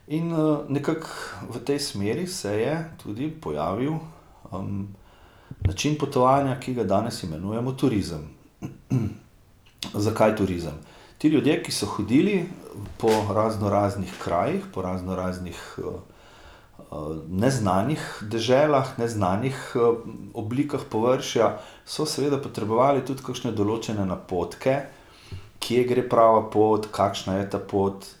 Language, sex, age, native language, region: Slovenian, male, 50-59, Slovenian, Gorica region